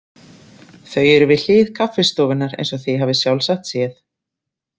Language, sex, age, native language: Icelandic, female, 30-39, Icelandic